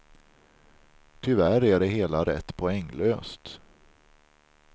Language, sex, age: Swedish, male, 43